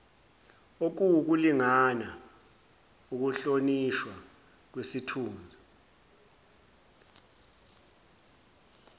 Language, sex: Zulu, male